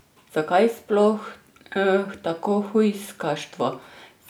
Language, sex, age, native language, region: Slovenian, female, 30-49, Slovenian, Drava region